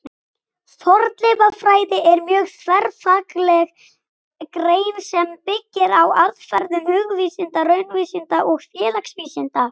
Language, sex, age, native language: Icelandic, female, 18-19, Icelandic